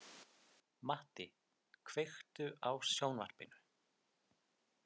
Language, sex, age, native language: Icelandic, male, 20-29, Icelandic